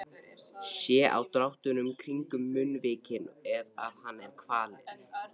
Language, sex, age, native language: Icelandic, male, 13, Icelandic